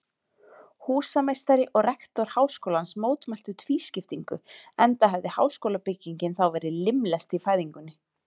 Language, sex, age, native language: Icelandic, female, 30-39, Icelandic